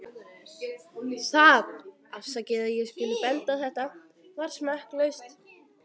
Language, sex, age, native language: Icelandic, female, 12, Icelandic